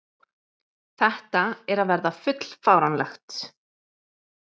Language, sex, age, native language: Icelandic, female, 40-49, Icelandic